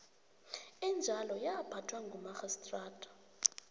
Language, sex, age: South Ndebele, female, 24